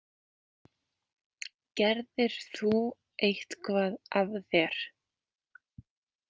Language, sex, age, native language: Icelandic, female, 20-29, Icelandic